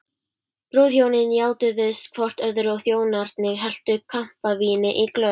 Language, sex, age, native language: Icelandic, female, 12, Icelandic